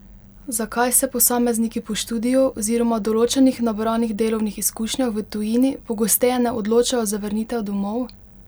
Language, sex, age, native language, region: Slovenian, female, 18-29, Slovenian, Pomurje region